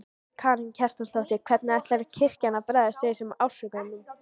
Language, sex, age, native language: Icelandic, female, 13, Icelandic